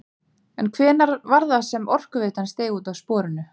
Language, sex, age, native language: Icelandic, female, 30-39, Icelandic